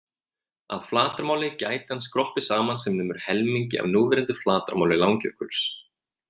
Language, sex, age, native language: Icelandic, male, 20-29, Icelandic